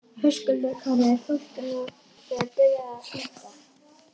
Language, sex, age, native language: Icelandic, female, 11, Icelandic